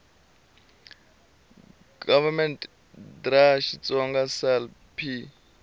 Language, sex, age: Tsonga, male, 23